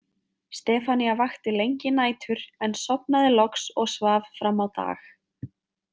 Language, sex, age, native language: Icelandic, female, 20-29, Icelandic